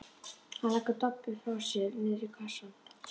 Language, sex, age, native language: Icelandic, female, 11, Icelandic